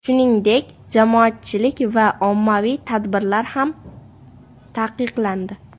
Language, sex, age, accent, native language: Uzbek, female, 18-24, Namangan, Uzbek